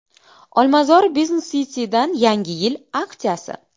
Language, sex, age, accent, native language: Uzbek, female, 25-34, Qashqadaryo, Uzbek